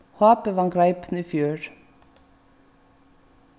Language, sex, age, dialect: Faroese, female, 15-35, Vágar